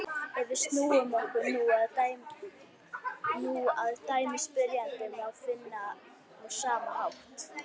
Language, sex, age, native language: Icelandic, female, 60-69, Icelandic